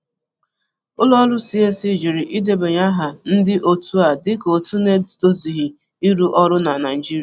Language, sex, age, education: Igbo, female, 30-45, tertiary